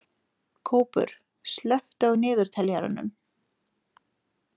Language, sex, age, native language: Icelandic, female, 40-49, Lithuanian